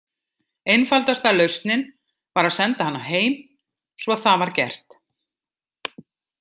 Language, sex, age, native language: Icelandic, female, 50-59, Icelandic